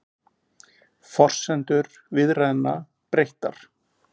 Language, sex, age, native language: Icelandic, male, 40-49, Icelandic